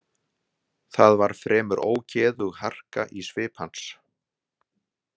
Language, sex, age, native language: Icelandic, male, 60-69, Icelandic